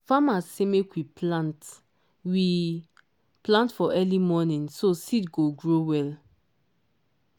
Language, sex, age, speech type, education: Nigerian Pidgin, female, 15-29, spontaneous, tertiary